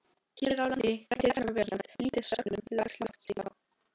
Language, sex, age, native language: Icelandic, female, 13, Albanian